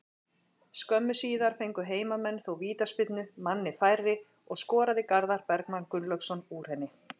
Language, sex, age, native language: Icelandic, female, 40-49, Icelandic